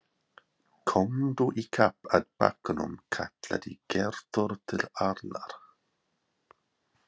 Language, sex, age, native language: Icelandic, male, 40-49, English